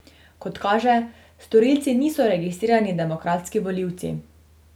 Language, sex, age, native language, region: Slovenian, female, 18-29, Slovenian, Drava region